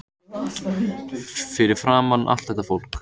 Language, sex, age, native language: Icelandic, male, 18-19, Icelandic